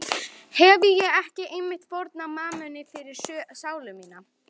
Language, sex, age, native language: Icelandic, female, 11, Icelandic